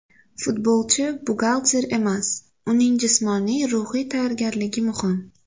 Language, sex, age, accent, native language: Uzbek, female, 18-24, Sirdaryo, Uzbek